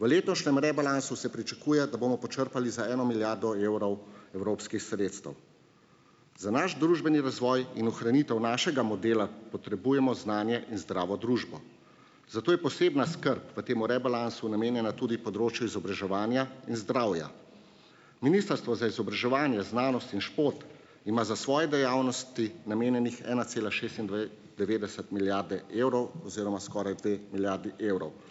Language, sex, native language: Slovenian, male, Slovenian